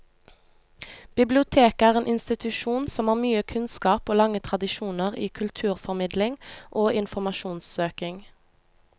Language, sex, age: Norwegian, female, 25